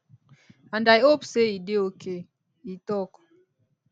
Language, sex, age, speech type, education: Nigerian Pidgin, female, 15-29, spontaneous, tertiary